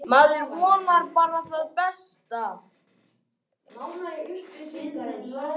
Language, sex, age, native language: Icelandic, other, 18-19, Icelandic